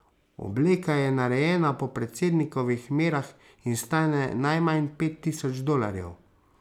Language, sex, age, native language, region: Slovenian, male, 30-49, Slovenian, Savinja region